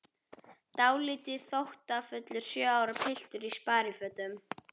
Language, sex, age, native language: Icelandic, female, 11, Icelandic